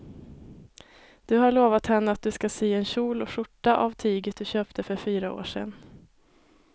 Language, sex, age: Swedish, female, 21